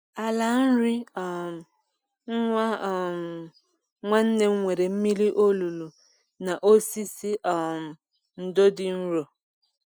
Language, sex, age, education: Igbo, female, 30-45, tertiary